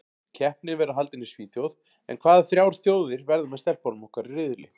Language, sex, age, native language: Icelandic, male, 40-49, Icelandic